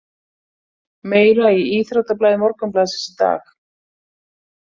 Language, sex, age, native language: Icelandic, female, 40-49, Icelandic